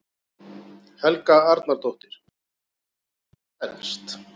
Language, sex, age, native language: Icelandic, male, 40-49, Icelandic